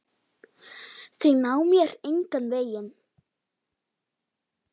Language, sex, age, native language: Icelandic, female, 9, Icelandic